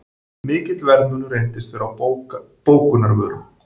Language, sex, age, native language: Icelandic, male, 40-49, Icelandic